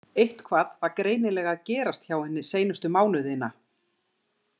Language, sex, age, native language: Icelandic, female, 50-59, Icelandic